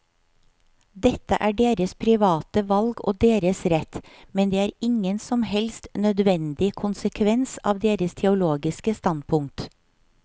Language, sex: Norwegian, female